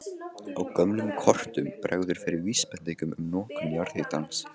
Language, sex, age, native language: Icelandic, male, 15, Icelandic